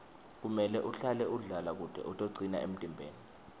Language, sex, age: Swati, male, 21